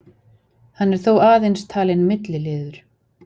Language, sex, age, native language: Icelandic, female, 40-49, Icelandic